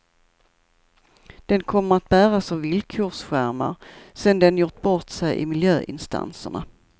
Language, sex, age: Swedish, female, 54